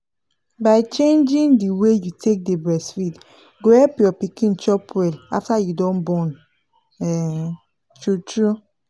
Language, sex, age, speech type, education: Nigerian Pidgin, female, 15-29, spontaneous, tertiary